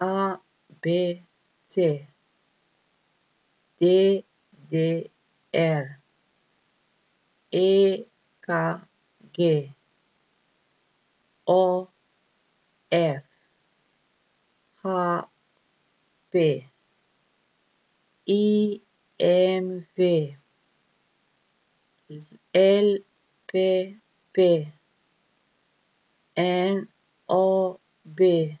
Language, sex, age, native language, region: Slovenian, female, 50-59, Slovenian, Gorica region